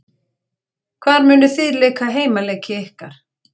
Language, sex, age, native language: Icelandic, female, 40-49, Icelandic